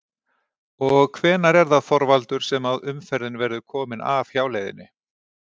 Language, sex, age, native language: Icelandic, male, 40-49, Icelandic